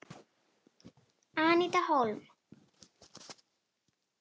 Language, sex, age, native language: Icelandic, female, 9, Icelandic